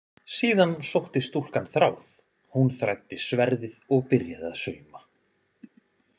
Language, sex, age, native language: Icelandic, male, 20-29, Icelandic